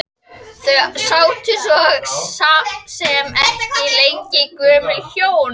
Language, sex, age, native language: Icelandic, female, 11, Icelandic